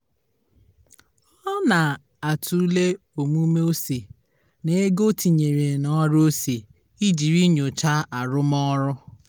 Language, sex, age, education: Igbo, female, 30-45, tertiary